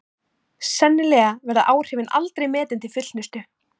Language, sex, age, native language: Icelandic, female, 18-19, Icelandic